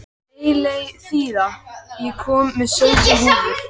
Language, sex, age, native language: Icelandic, female, 14, Icelandic